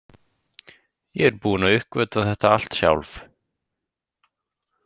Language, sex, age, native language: Icelandic, male, 18-19, Icelandic